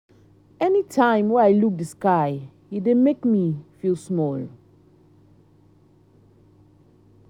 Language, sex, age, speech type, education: Nigerian Pidgin, female, 30-45, spontaneous, tertiary